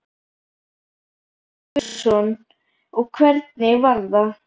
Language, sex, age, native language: Icelandic, female, 11, Icelandic